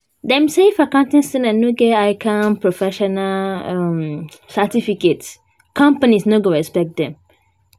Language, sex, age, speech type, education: Nigerian Pidgin, female, 15-29, spontaneous, tertiary